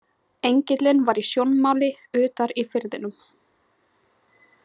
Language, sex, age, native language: Icelandic, female, 20-29, Icelandic